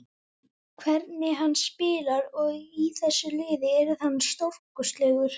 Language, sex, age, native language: Icelandic, female, 18-19, Icelandic